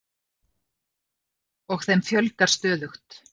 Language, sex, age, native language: Icelandic, female, 50-59, Icelandic